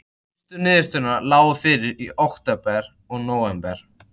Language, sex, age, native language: Icelandic, other, 13, Icelandic